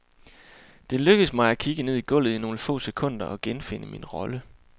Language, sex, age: Danish, male, 28